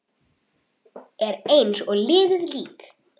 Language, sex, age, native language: Icelandic, female, 10, Icelandic